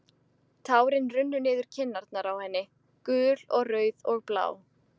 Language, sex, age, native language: Icelandic, female, 20-29, Icelandic